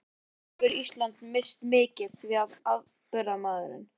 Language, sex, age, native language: Icelandic, male, 13, Icelandic